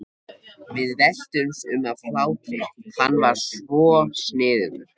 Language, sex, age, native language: Icelandic, male, 13, Icelandic